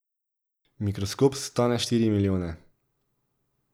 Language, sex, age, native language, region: Slovenian, male, 18-29, Slovenian, Drava region